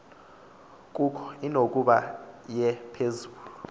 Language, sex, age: Xhosa, male, 24